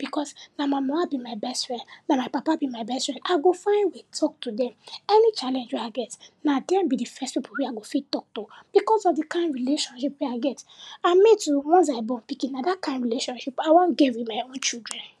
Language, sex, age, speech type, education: Nigerian Pidgin, female, 15-29, spontaneous, tertiary